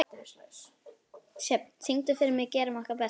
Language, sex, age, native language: Icelandic, female, 12, Icelandic